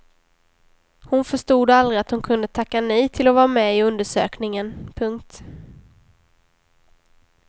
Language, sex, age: Swedish, female, 23